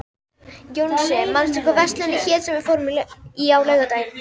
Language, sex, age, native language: Icelandic, female, 11, Icelandic